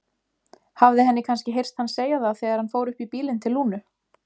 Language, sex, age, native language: Icelandic, female, 20-29, Icelandic